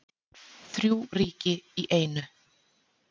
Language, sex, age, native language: Icelandic, female, 40-49, Icelandic